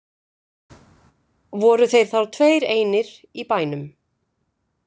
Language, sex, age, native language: Icelandic, female, 50-59, Icelandic